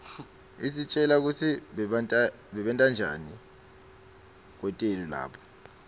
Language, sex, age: Swati, male, 20